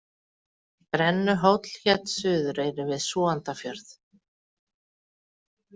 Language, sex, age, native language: Icelandic, female, 40-49, Icelandic